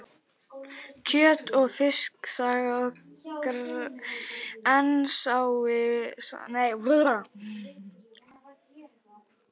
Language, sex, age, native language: Icelandic, female, 11, Icelandic